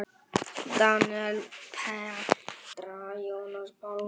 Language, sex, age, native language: Icelandic, male, 9, Icelandic